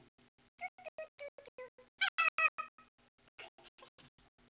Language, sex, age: Danish, female, 27